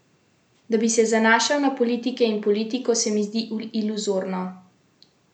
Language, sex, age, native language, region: Slovenian, female, 18-29, Slovenian, Central Slovenia